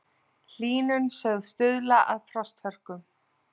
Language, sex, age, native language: Icelandic, female, 40-49, Icelandic